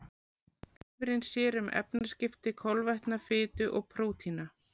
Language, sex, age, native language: Icelandic, female, 40-49, Icelandic